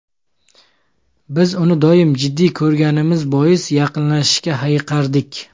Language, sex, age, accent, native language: Uzbek, male, 25-34, Samarqand, Uzbek